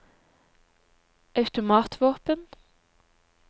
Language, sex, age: Norwegian, female, 23